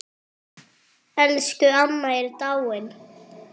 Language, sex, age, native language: Icelandic, male, 8, French